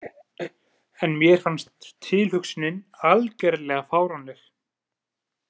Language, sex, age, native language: Icelandic, male, 20-29, Icelandic